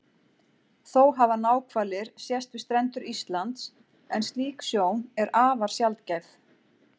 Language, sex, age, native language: Icelandic, female, 40-49, Icelandic